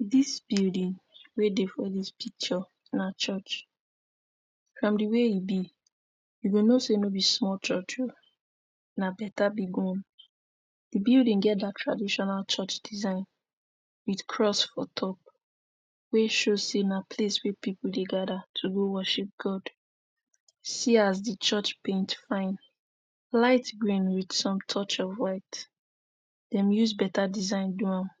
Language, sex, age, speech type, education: Nigerian Pidgin, female, 15-29, spontaneous, tertiary